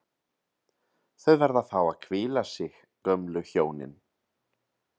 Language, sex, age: Icelandic, male, 30-39